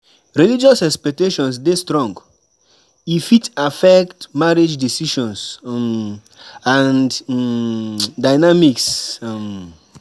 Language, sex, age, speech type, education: Nigerian Pidgin, male, 15-29, spontaneous, tertiary